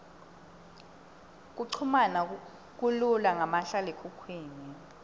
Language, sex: Swati, female